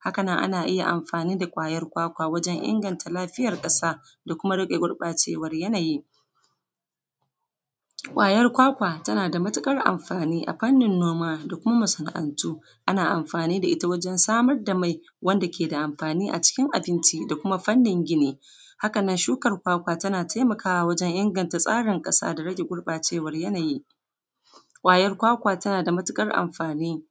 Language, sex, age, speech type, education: Hausa, female, 30-45, spontaneous, secondary